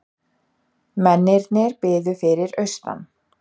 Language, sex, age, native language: Icelandic, female, 30-39, Icelandic